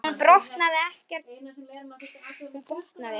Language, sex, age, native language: Icelandic, female, 8, Icelandic